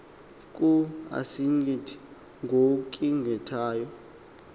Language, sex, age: Xhosa, male, 19